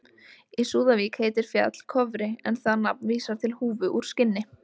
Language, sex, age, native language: Icelandic, female, 20-29, Icelandic